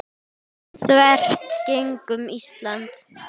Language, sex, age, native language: Icelandic, female, 10, Icelandic